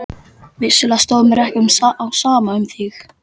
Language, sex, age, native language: Icelandic, male, 12, Icelandic